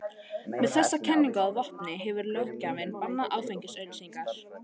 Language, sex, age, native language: Icelandic, female, 18-19, Icelandic